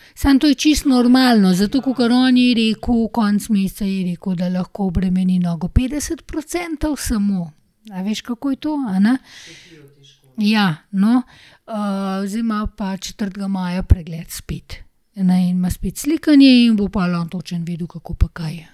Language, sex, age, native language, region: Slovenian, female, 30-49, Slovenian, Gorenjska region